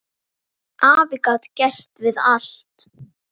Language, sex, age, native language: Icelandic, female, 10, Icelandic